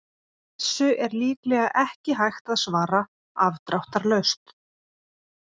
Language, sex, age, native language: Icelandic, female, 30-39, Icelandic